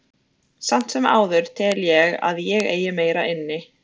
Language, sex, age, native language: Icelandic, female, 20-29, Icelandic